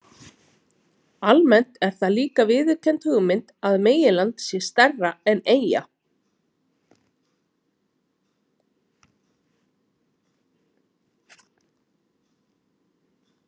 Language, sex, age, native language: Icelandic, female, 30-39, Icelandic